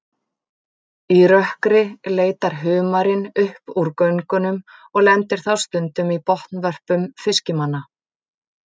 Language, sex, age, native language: Icelandic, female, 40-49, Icelandic